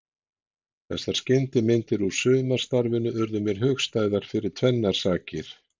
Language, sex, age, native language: Icelandic, male, 60-69, Icelandic